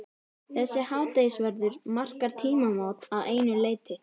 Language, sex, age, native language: Icelandic, female, 11, Icelandic